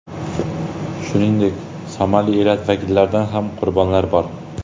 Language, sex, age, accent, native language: Uzbek, male, 18-24, Jizzax, Uzbek